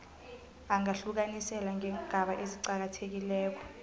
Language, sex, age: South Ndebele, female, 25